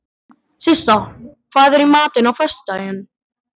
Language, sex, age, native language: Icelandic, male, 12, Icelandic